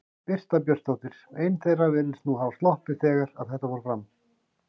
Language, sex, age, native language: Icelandic, male, 50-59, Icelandic